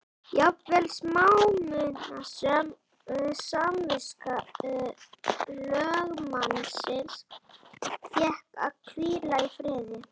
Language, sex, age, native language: Icelandic, male, 11, Icelandic